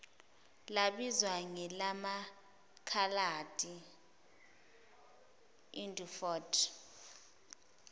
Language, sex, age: Zulu, female, 20